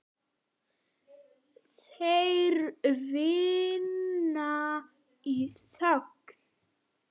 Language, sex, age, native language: Icelandic, female, 9, Icelandic